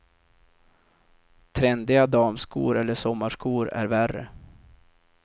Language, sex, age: Swedish, male, 32